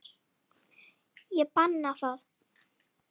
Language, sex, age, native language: Icelandic, female, 8, Icelandic